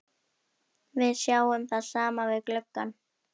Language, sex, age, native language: Icelandic, female, 11, Icelandic